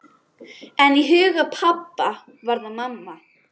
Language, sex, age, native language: Icelandic, female, 12, Icelandic